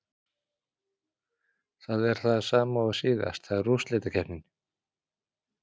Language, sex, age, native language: Icelandic, male, 40-49, Icelandic